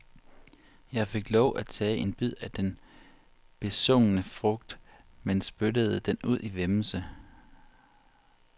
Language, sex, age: Danish, male, 40